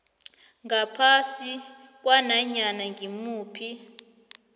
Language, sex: South Ndebele, female